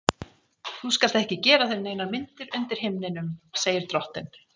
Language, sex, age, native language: Icelandic, female, 40-49, Icelandic